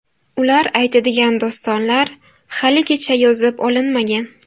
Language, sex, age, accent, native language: Uzbek, female, 18-24, Buxoro, Uzbek